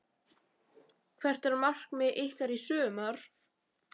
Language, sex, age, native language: Icelandic, male, 11, Icelandic